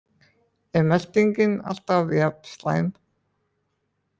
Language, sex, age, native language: Icelandic, male, 20-29, Icelandic